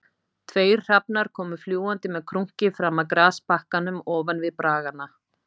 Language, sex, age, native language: Icelandic, female, 50-59, Icelandic